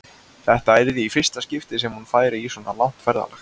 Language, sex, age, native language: Icelandic, male, 20-29, Icelandic